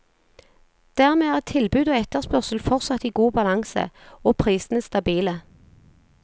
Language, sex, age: Norwegian, female, 40